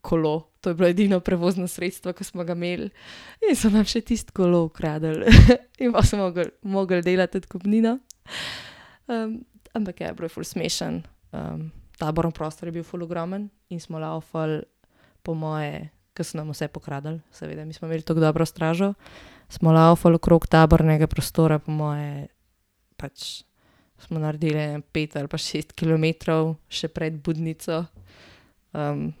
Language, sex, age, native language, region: Slovenian, female, 18-29, Slovenian, Gorenjska region